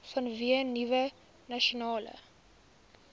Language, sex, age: Afrikaans, female, 23